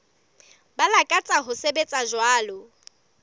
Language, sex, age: Southern Sotho, female, 25